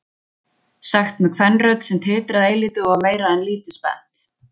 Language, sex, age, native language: Icelandic, female, 20-29, Icelandic